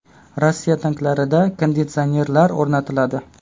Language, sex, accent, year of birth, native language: Uzbek, male, Qashqadaryo, 2000, Uzbek